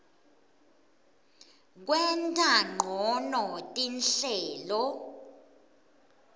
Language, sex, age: Swati, female, 22